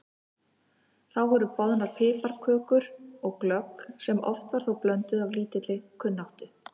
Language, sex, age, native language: Icelandic, female, 50-59, Icelandic